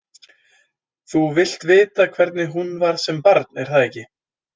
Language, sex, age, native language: Icelandic, male, 20-29, Icelandic